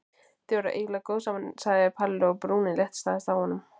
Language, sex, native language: Icelandic, female, Icelandic